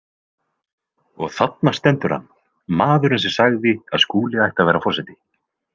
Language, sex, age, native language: Icelandic, male, 20-29, Icelandic